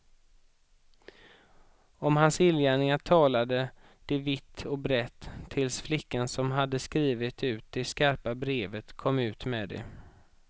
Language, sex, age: Swedish, male, 31